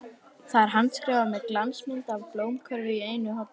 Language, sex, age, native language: Icelandic, female, 11, Icelandic